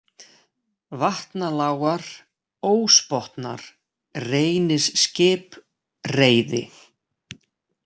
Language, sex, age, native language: Icelandic, male, 40-49, Icelandic